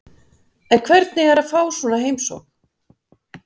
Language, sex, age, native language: Icelandic, female, 60-69, Icelandic